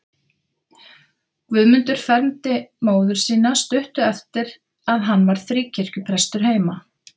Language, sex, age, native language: Icelandic, female, 50-59, Icelandic